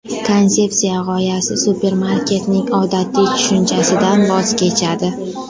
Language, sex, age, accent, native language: Uzbek, female, under 19, Qashqadaryo, Uzbek